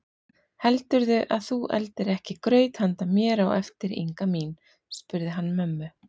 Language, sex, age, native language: Icelandic, female, 40-49, Icelandic